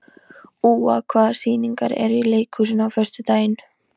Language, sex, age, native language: Icelandic, female, 13, Icelandic